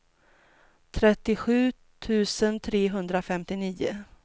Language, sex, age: Swedish, female, 42